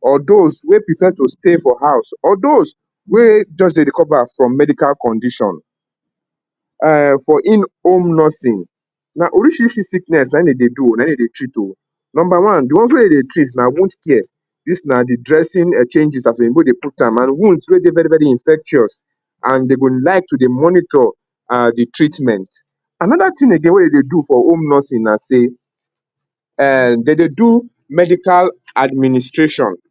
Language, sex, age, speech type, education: Nigerian Pidgin, male, 30-45, spontaneous, tertiary